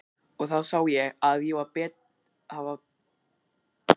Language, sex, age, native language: Icelandic, male, 20-29, Icelandic